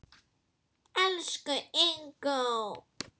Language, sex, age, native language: Icelandic, female, 10, Icelandic